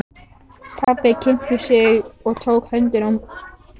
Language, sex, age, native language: Icelandic, male, 12, Icelandic